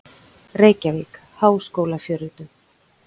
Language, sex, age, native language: Icelandic, female, 40-49, Icelandic